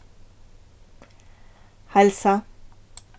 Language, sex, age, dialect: Faroese, female, 36-60, Vágar